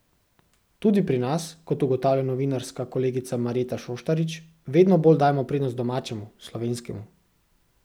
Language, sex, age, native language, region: Slovenian, male, 18-29, Slovenian, Central Slovenia